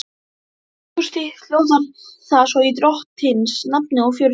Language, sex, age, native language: Icelandic, male, 12, Icelandic